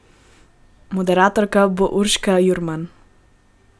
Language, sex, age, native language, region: Slovenian, female, 18-29, Slovenian, Gorenjska region